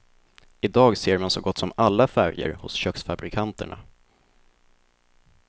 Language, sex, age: Swedish, male, 24